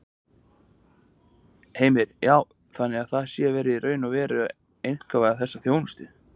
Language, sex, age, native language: Icelandic, male, 20-29, Icelandic